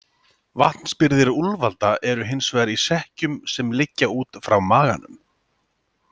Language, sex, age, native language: Icelandic, male, 30-39, Icelandic